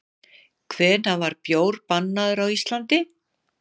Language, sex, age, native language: Icelandic, female, 60-69, Icelandic